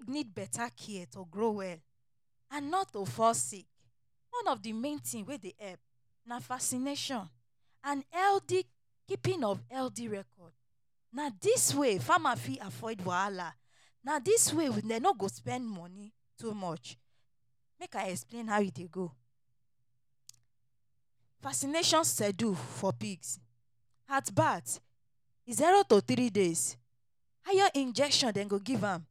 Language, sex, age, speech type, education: Nigerian Pidgin, female, 30-45, spontaneous, tertiary